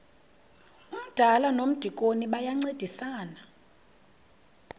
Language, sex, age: Xhosa, female, 26